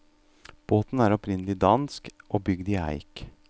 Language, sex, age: Norwegian, male, 38